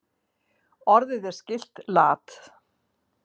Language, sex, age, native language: Icelandic, female, 50-59, Icelandic